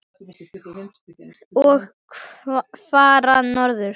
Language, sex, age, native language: Icelandic, male, 9, Icelandic